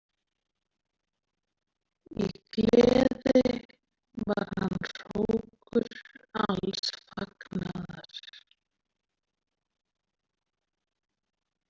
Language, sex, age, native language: Icelandic, female, 40-49, Icelandic